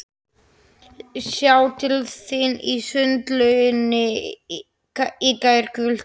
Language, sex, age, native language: Icelandic, male, 11, Slovak